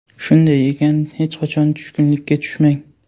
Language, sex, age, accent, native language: Uzbek, male, 18-24, Sirdaryo, Uzbek